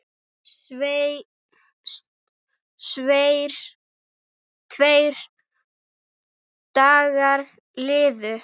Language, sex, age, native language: Icelandic, female, 8, Icelandic